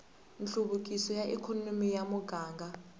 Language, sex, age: Tsonga, female, 18